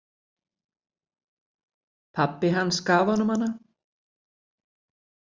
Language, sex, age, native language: Icelandic, female, 60-69, Icelandic